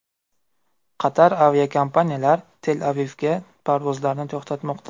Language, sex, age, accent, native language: Uzbek, male, 18-24, Buxoro, Uzbek